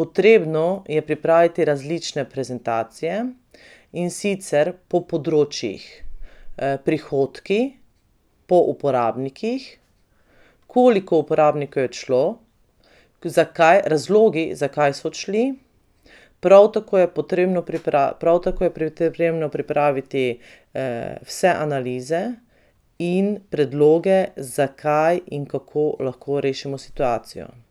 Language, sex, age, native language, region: Slovenian, female, 30-49, Slovenian, Pomurje region